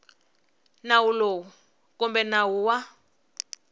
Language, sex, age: Tsonga, female, 19